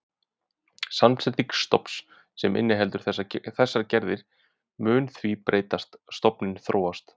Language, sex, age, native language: Icelandic, male, 30-39, Icelandic